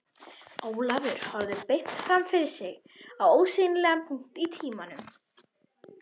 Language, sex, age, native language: Icelandic, female, 21, Icelandic